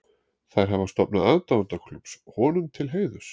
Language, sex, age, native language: Icelandic, male, 40-49, Icelandic